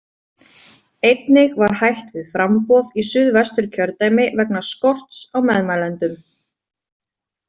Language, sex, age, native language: Icelandic, female, 20-29, Icelandic